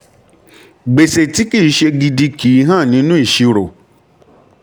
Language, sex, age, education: Yoruba, male, 30-45, tertiary